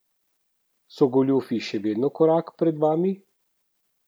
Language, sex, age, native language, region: Slovenian, male, 30-49, Slovenian, Central Slovenia